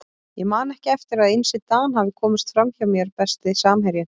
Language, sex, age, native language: Icelandic, female, 20-29, Icelandic